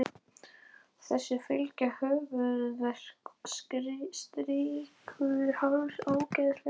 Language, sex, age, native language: Icelandic, female, 18-19, Icelandic